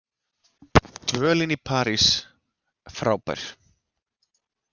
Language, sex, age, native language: Icelandic, male, 30-39, Icelandic